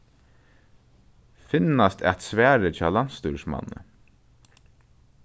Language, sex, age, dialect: Faroese, male, 15-35, Norðurstreymoy/Eysturoy